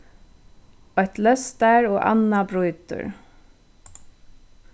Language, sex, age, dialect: Faroese, female, 36-60, Suðurstreymoy